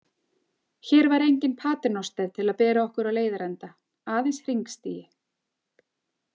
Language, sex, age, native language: Icelandic, female, 40-49, Icelandic